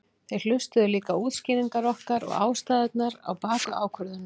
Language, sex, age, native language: Icelandic, female, 40-49, Icelandic